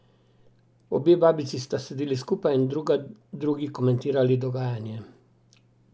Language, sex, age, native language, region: Slovenian, male, 60+, Slovenian, Drava region